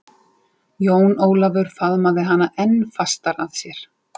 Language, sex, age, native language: Icelandic, female, 40-49, Icelandic